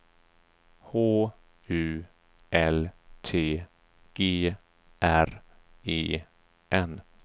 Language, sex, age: Swedish, male, 34